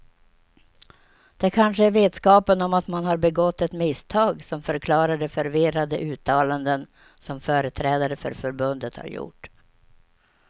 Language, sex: Swedish, female